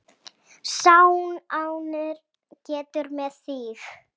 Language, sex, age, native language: Icelandic, female, 6, Icelandic